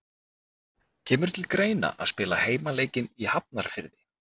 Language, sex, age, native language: Icelandic, male, 20-29, Icelandic